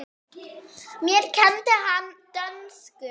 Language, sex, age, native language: Icelandic, female, 8, Icelandic